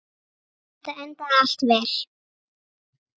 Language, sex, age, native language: Icelandic, female, 8, Icelandic